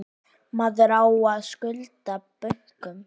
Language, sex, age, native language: Icelandic, female, 9, Icelandic